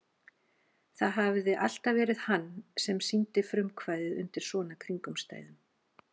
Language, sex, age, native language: Icelandic, female, 40-49, Icelandic